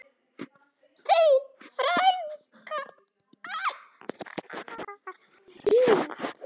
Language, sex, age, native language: Icelandic, male, 9, Icelandic